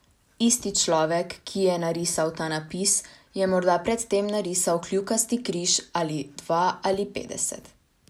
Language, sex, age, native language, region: Slovenian, female, 18-29, Slovenian, Savinja region